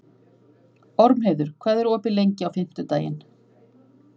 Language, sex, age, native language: Icelandic, female, 50-59, Icelandic